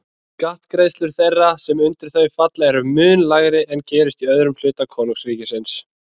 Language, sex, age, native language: Icelandic, male, 20-29, Icelandic